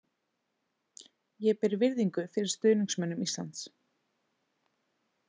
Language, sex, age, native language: Icelandic, female, 20-29, Icelandic